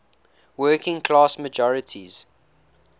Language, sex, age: English, male, 19